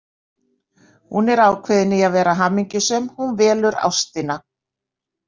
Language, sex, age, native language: Icelandic, female, 60-69, Icelandic